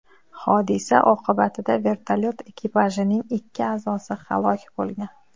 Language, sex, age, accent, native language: Uzbek, female, 30-39, Xorazm, Uzbek